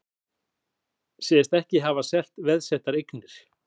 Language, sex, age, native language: Icelandic, male, 40-49, Icelandic